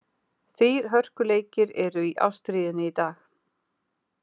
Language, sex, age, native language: Icelandic, female, 40-49, Icelandic